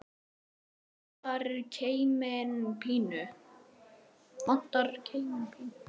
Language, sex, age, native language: Icelandic, male, 9, Icelandic